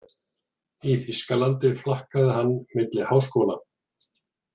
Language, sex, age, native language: Icelandic, male, 40-49, Icelandic